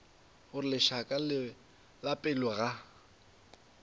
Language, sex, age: Northern Sotho, male, 22